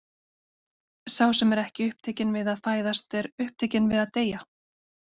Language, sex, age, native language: Icelandic, female, 30-39, Icelandic